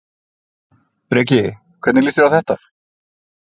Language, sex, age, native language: Icelandic, male, 30-39, Icelandic